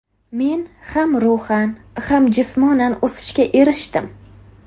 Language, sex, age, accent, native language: Uzbek, female, 18-24, Qashqadaryo, Uzbek